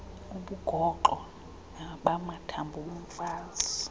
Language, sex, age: Xhosa, female, 35